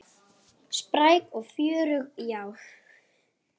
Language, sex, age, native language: Icelandic, female, 8, Icelandic